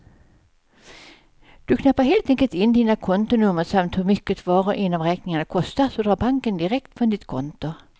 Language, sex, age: Swedish, female, 55